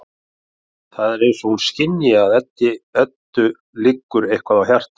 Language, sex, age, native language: Icelandic, male, 40-49, Icelandic